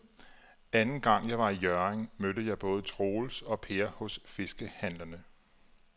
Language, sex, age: Danish, male, 34